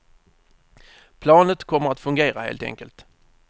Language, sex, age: Swedish, male, 30